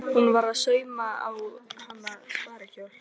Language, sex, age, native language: Icelandic, female, 13, Icelandic